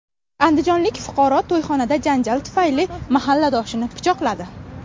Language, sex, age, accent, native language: Uzbek, female, 18-24, Navoiy, Uzbek